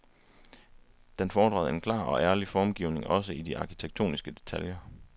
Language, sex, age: Danish, male, 23